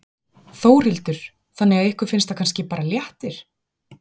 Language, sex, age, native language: Icelandic, female, 40-49, Icelandic